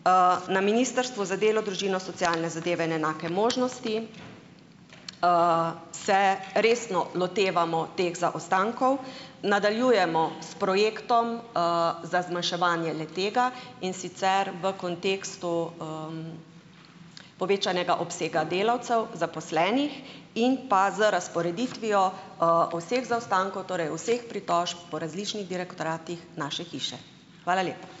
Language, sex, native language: Slovenian, female, Slovenian